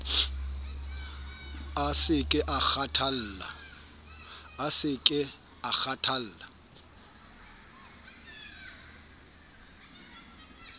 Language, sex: Southern Sotho, male